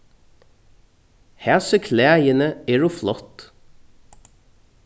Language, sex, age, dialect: Faroese, male, 36-60, Norðurstreymoy/Eysturoy